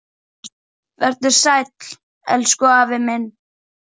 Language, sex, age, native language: Icelandic, male, 9, Icelandic